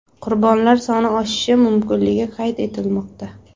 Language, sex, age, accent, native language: Uzbek, female, 18-24, Surxondaryo, Uzbek